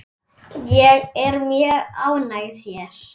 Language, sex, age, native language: Icelandic, female, 10, Icelandic